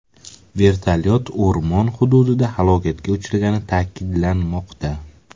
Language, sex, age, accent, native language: Uzbek, male, 18-24, Samarqand, Uzbek